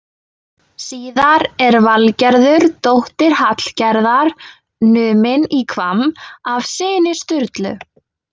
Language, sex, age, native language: Icelandic, female, 20-29, Icelandic